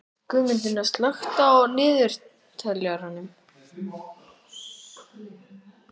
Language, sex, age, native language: Icelandic, male, 11, Icelandic